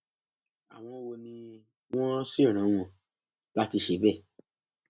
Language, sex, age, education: Yoruba, male, 30-45, tertiary